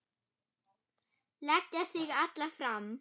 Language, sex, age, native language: Icelandic, female, 9, German